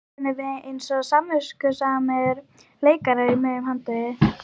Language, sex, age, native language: Icelandic, female, 12, Icelandic